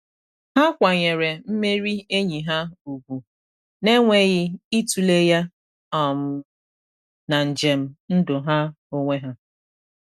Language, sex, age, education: Igbo, female, 30-45, tertiary